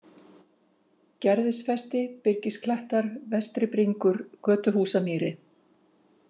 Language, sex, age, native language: Icelandic, female, 50-59, Icelandic